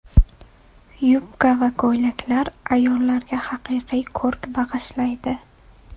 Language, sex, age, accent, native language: Uzbek, female, 18-24, Namangan, Uzbek